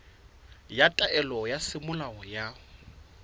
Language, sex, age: Southern Sotho, male, 26